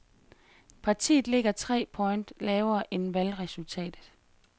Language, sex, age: Danish, female, 33